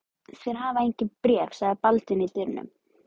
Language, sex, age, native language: Icelandic, male, 12, Icelandic